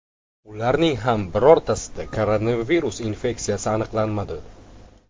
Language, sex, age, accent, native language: Uzbek, male, under 19, Andijon, Uzbek